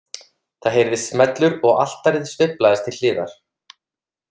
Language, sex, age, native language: Icelandic, male, 30-39, Icelandic